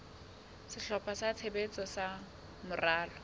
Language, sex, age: Southern Sotho, female, 20